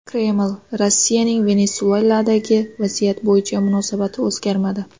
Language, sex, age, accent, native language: Uzbek, female, 19-29, Xorazm, Uzbek